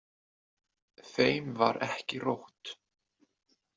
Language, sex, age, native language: Icelandic, male, 20-29, Icelandic